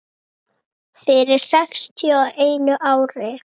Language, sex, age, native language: Icelandic, female, 7, Icelandic